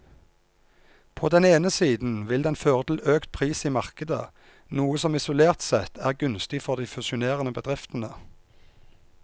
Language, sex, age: Norwegian, male, 34